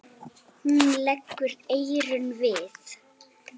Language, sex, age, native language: Icelandic, female, 7, Icelandic